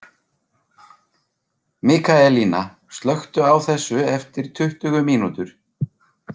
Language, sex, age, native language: Icelandic, male, 40-49, Icelandic